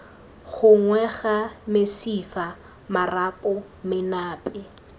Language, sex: Tswana, female